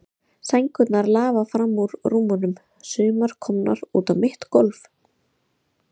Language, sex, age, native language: Icelandic, female, 30-39, Icelandic